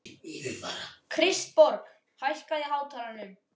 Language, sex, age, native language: Icelandic, male, 13, Icelandic